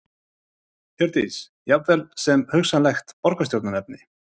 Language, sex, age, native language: Icelandic, male, 30-39, Icelandic